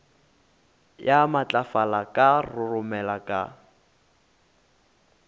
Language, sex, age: Northern Sotho, male, 24